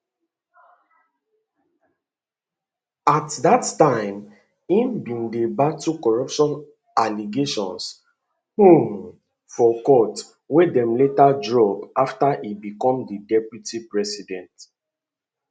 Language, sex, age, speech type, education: Nigerian Pidgin, male, 15-29, spontaneous, secondary